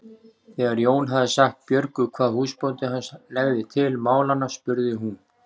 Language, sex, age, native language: Icelandic, male, 40-49, Icelandic